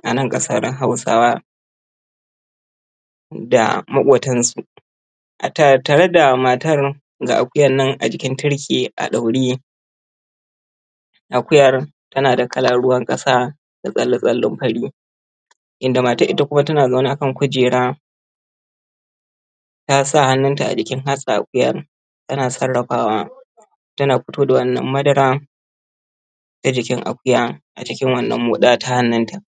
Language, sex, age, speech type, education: Hausa, male, 30-45, spontaneous, tertiary